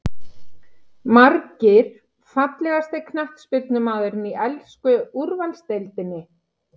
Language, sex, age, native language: Icelandic, female, 50-59, Icelandic